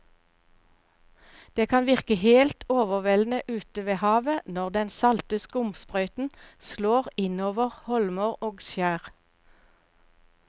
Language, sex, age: Norwegian, female, 59